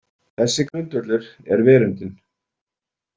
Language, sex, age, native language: Icelandic, male, 40-49, Icelandic